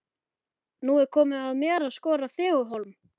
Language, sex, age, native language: Icelandic, male, 13, Icelandic